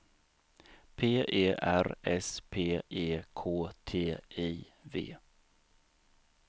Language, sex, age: Swedish, male, 39